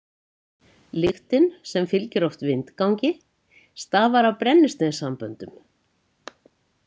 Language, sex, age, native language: Icelandic, female, 70-79, Icelandic